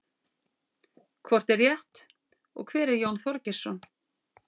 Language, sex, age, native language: Icelandic, female, 40-49, Icelandic